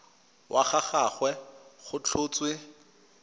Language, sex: Tswana, male